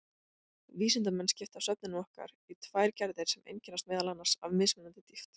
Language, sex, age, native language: Icelandic, female, 20-29, Icelandic